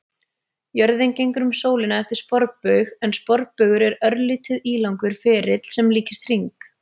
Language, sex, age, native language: Icelandic, female, 30-39, Icelandic